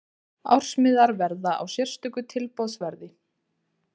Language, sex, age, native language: Icelandic, female, 20-29, Icelandic